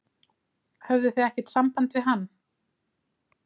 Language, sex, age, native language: Icelandic, female, 30-39, Icelandic